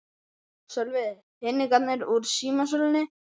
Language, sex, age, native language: Icelandic, male, 11, Icelandic